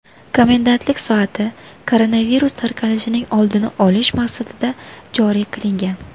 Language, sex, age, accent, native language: Uzbek, female, 19-29, Buxoro, Uzbek